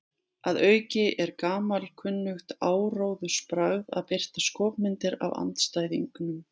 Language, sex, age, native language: Icelandic, female, 20-29, Icelandic